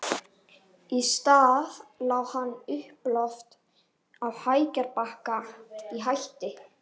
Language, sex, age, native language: Icelandic, female, 11, Icelandic